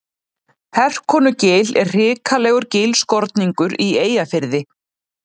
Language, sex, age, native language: Icelandic, female, 30-39, Icelandic